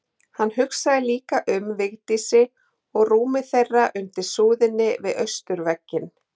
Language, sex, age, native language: Icelandic, female, 40-49, Icelandic